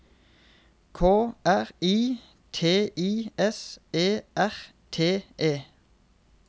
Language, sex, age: Norwegian, male, 31